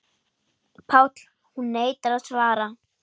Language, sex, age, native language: Icelandic, male, 9, Icelandic